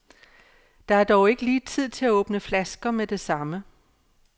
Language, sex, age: Danish, female, 57